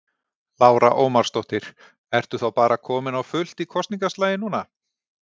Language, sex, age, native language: Icelandic, male, 40-49, Icelandic